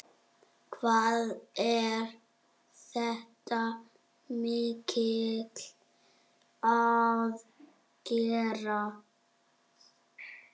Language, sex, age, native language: Icelandic, male, 6, Icelandic